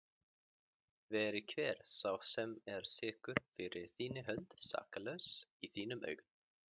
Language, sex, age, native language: Icelandic, male, 30-39, Icelandic